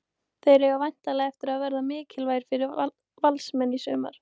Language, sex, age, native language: Icelandic, female, 18-19, Icelandic